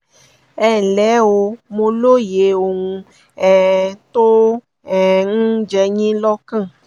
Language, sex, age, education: Yoruba, female, 30-45, tertiary